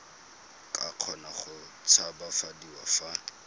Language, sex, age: Tswana, male, 22